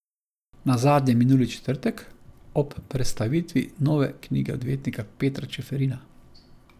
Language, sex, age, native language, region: Slovenian, male, 50-59, Slovenian, Savinja region